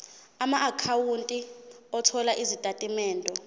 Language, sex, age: Zulu, female, 20